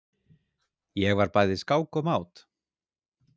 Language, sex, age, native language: Icelandic, male, 40-49, Icelandic